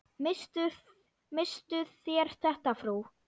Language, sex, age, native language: Icelandic, female, 9, Icelandic